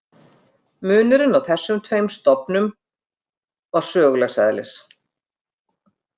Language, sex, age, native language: Icelandic, female, 50-59, Icelandic